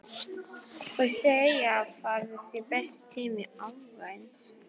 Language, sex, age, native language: Icelandic, female, 11, Polish